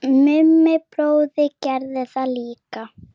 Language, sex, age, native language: Icelandic, female, 7, Icelandic